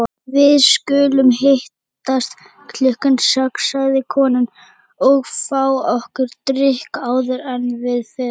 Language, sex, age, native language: Icelandic, male, 30-39, Icelandic